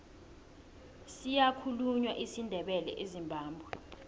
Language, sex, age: South Ndebele, female, 20